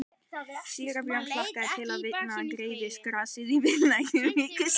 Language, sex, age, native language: Icelandic, female, 18-19, Icelandic